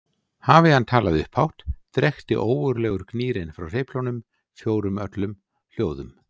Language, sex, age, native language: Icelandic, male, 60-69, Icelandic